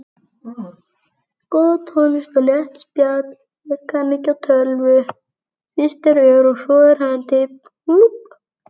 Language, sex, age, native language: Icelandic, male, 9, Icelandic